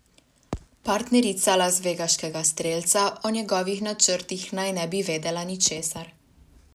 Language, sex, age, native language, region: Slovenian, female, 18-29, Slovenian, Savinja region